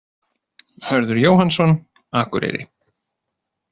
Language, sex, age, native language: Icelandic, male, 30-39, Icelandic